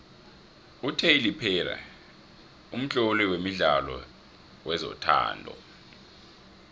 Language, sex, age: South Ndebele, male, 26